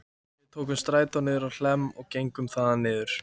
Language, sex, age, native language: Icelandic, male, 13, Icelandic